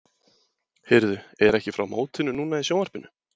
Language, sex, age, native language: Icelandic, male, 20-29, Icelandic